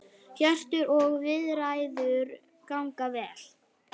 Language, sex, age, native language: Icelandic, female, 9, Icelandic